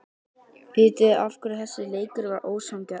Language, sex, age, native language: Icelandic, male, 12, Icelandic